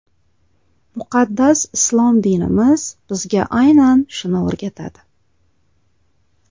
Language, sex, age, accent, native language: Uzbek, female, 35+, Toshkent viloyati, Uzbek